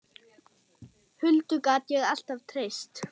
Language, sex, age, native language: Icelandic, male, 6, German